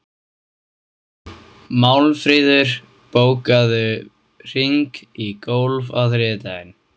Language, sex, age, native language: Icelandic, male, 14, Icelandic